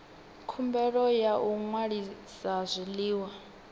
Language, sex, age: Venda, female, 18